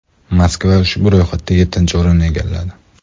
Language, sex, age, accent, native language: Uzbek, male, 18-24, Farg'ona, Uzbek